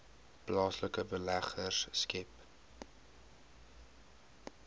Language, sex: Afrikaans, male